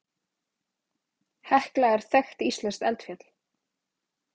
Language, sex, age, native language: Icelandic, female, 30-39, Icelandic